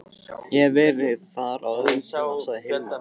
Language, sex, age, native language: Icelandic, male, 15, Icelandic